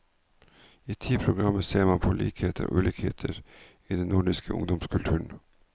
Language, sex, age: Norwegian, male, 49